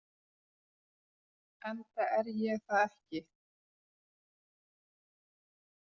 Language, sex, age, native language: Icelandic, female, 40-49, Icelandic